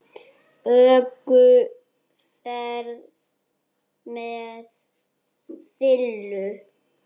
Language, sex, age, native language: Icelandic, male, 6, Icelandic